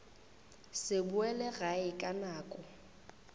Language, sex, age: Northern Sotho, female, 21